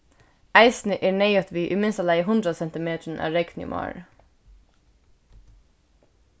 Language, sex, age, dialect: Faroese, female, 15-35, Suðurstreymoy